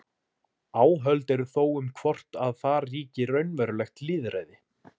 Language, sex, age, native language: Icelandic, male, 20-29, Icelandic